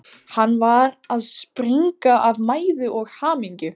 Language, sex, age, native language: Icelandic, female, 15, Icelandic